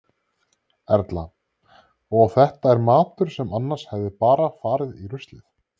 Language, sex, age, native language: Icelandic, male, 30-39, Icelandic